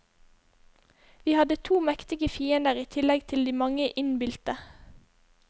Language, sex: Norwegian, female